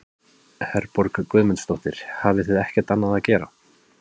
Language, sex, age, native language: Icelandic, male, 30-39, Icelandic